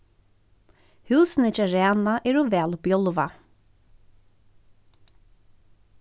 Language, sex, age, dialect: Faroese, female, 36-60, Norðurstreymoy/Eysturoy